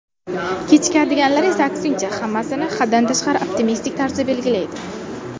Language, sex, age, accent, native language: Uzbek, female, 19-29, Navoiy, Uzbek